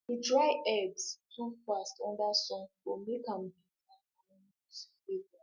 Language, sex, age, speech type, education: Nigerian Pidgin, female, 15-29, spontaneous, tertiary